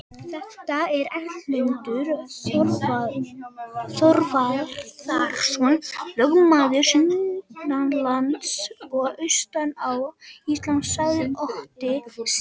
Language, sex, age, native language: Icelandic, male, 18-19, Icelandic